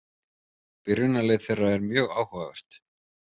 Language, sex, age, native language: Icelandic, male, 30-39, Icelandic